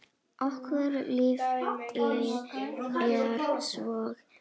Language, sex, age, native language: Icelandic, female, 10, Icelandic